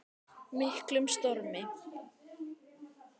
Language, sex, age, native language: Icelandic, female, 10, Icelandic